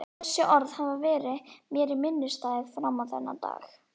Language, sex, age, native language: Icelandic, female, 11, Icelandic